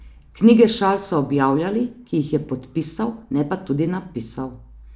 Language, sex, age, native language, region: Slovenian, female, 30-49, Slovenian, Savinja region